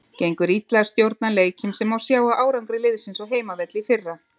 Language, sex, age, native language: Icelandic, female, 30-39, Icelandic